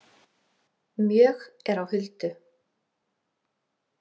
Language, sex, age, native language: Icelandic, female, 40-49, Icelandic